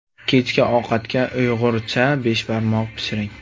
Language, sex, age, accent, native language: Uzbek, male, 18-24, Navoiy, Uzbek